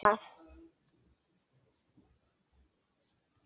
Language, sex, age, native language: Icelandic, female, 9, Icelandic